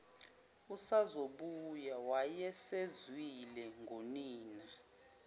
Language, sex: Zulu, female